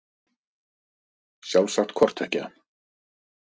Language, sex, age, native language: Icelandic, male, 50-59, Icelandic